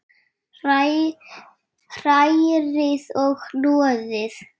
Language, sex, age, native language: Icelandic, male, 7, Icelandic